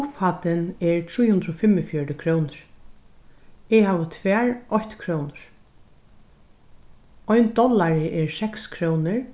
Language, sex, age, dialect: Faroese, female, 61+, Norðurstreymoy/Eysturoy